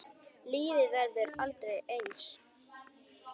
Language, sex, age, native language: Icelandic, male, 9, Icelandic